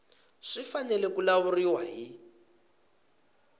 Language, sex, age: Tsonga, male, 20